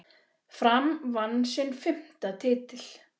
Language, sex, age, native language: Icelandic, male, 6, Icelandic